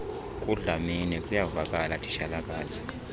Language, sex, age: Xhosa, male, 31